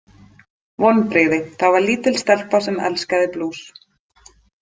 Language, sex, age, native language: Icelandic, female, 30-39, Icelandic